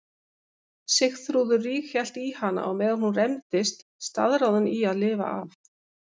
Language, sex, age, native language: Icelandic, female, 50-59, Icelandic